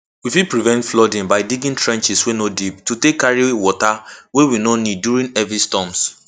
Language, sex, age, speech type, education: Nigerian Pidgin, male, 15-29, spontaneous, tertiary